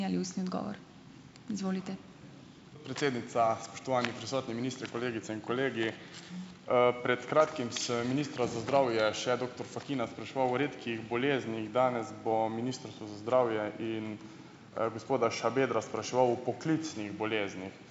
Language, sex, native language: Slovenian, male, Slovenian